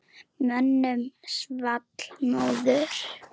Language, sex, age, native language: Icelandic, female, 9, Icelandic